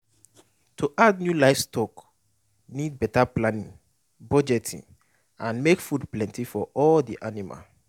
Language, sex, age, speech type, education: Nigerian Pidgin, male, 15-29, spontaneous, tertiary